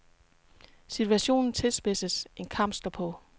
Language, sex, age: Danish, female, 36